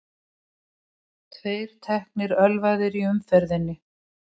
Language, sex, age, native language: Icelandic, female, 60-69, Icelandic